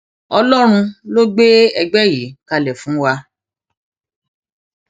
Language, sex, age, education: Yoruba, female, 30-45, tertiary